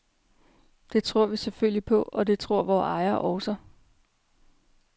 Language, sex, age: Danish, female, 33